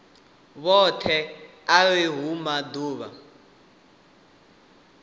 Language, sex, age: Venda, male, 18